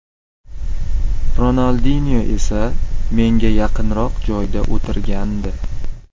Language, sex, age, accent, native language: Uzbek, male, 18-24, Qashqadaryo, Uzbek